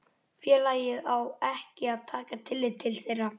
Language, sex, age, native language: Icelandic, male, 11, Icelandic